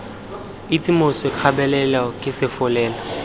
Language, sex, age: Tswana, male, 21